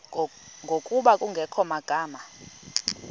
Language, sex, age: Xhosa, female, 31